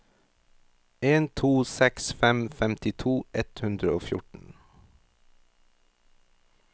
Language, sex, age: Norwegian, male, 38